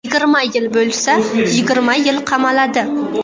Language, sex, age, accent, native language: Uzbek, female, 18-24, Buxoro, Uzbek